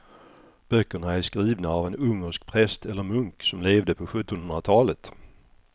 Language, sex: Swedish, male